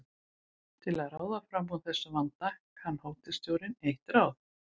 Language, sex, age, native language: Icelandic, female, 18-19, Icelandic